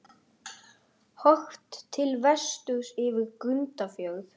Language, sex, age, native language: Icelandic, female, 60-69, Icelandic